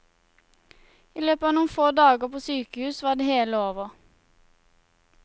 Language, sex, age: Norwegian, female, 21